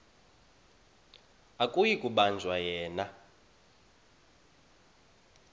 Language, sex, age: Xhosa, male, 31